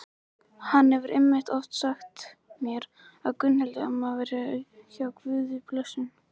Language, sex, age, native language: Icelandic, male, 18-19, Icelandic